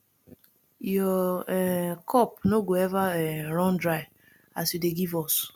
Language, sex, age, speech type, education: Nigerian Pidgin, female, 30-45, spontaneous, tertiary